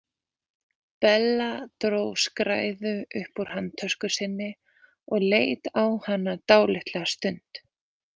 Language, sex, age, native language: Icelandic, female, 20-29, Icelandic